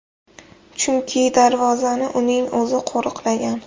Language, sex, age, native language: Uzbek, female, 18-24, Uzbek